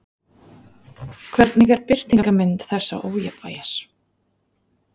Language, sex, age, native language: Icelandic, female, 40-49, Icelandic